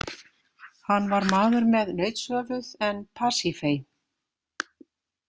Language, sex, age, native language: Icelandic, female, 50-59, Icelandic